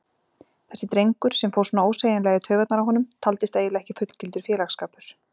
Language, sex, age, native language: Icelandic, female, 40-49, Icelandic